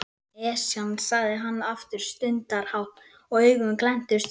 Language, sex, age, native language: Icelandic, male, 11, Icelandic